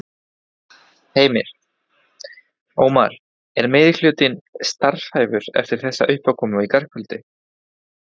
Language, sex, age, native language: Icelandic, male, 20-29, Spanish